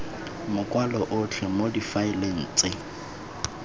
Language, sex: Tswana, male